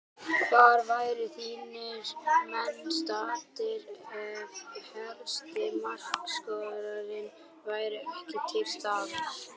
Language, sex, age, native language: Icelandic, female, 60-69, Icelandic